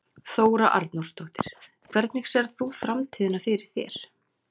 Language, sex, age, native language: Icelandic, female, 30-39, Icelandic